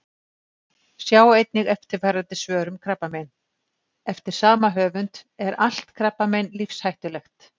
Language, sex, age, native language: Icelandic, female, 50-59, Icelandic